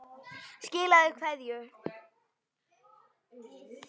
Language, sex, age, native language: Icelandic, male, 9, Icelandic